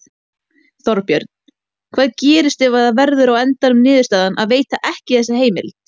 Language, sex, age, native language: Icelandic, female, 18-19, Icelandic